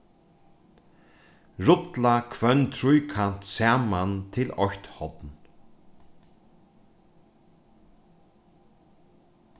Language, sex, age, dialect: Faroese, male, 36-60, Norðurstreymoy/Eysturoy